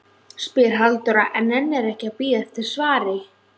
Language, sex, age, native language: Icelandic, female, 16, Icelandic